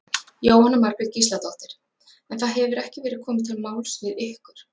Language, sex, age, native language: Icelandic, female, 40-49, Icelandic